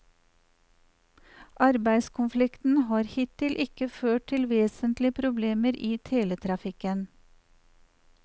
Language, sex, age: Norwegian, female, 54